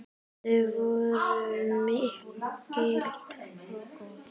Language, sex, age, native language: Icelandic, female, 9, Icelandic